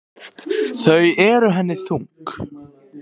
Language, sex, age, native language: Icelandic, other, 18-19, Icelandic